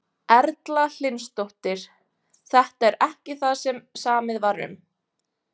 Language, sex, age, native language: Icelandic, female, 20-29, Icelandic